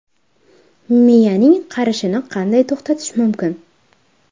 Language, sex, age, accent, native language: Uzbek, female, under 19, Farg'ona, Uzbek